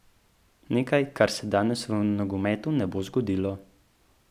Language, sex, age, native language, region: Slovenian, male, 18-29, Slovenian, Central Slovenia